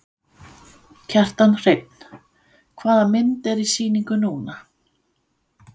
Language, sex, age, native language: Icelandic, female, 50-59, Danish